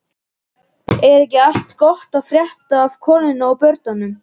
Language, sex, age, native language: Icelandic, male, 11, Icelandic